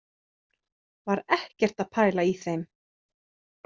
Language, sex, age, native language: Icelandic, female, 30-39, Icelandic